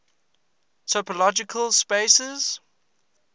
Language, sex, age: English, male, 20